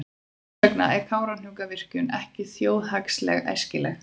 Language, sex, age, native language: Icelandic, female, 30-39, Icelandic